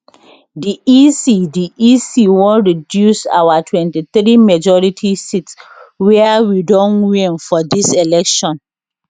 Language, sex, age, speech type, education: Nigerian Pidgin, female, 30-45, spontaneous, tertiary